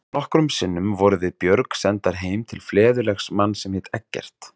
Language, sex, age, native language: Icelandic, male, 30-39, Icelandic